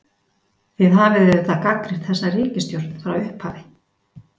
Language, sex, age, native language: Icelandic, female, 50-59, Icelandic